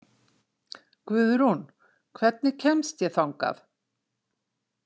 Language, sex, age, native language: Icelandic, female, 60-69, Icelandic